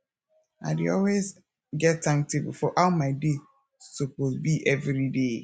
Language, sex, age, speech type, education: Nigerian Pidgin, female, 15-29, spontaneous, tertiary